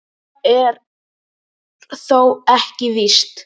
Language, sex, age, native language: Icelandic, male, 10, Icelandic